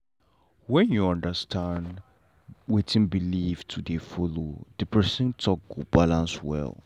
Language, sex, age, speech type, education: Nigerian Pidgin, male, 15-29, spontaneous, tertiary